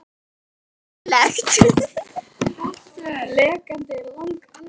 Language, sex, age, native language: Icelandic, female, 12, Icelandic